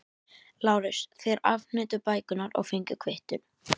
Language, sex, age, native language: Icelandic, female, 11, Icelandic